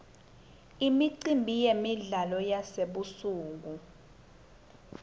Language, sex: Swati, female